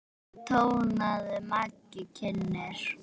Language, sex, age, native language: Icelandic, female, 9, Icelandic